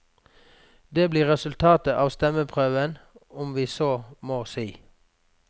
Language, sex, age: Norwegian, male, 46